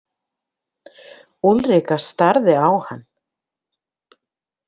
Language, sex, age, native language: Icelandic, female, 50-59, Icelandic